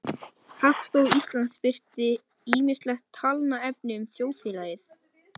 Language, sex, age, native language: Icelandic, male, 18-19, Icelandic